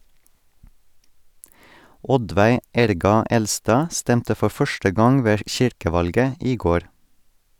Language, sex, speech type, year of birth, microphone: Norwegian, male, read, 1984, Sennheiser